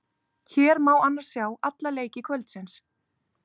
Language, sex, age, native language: Icelandic, female, 30-39, Icelandic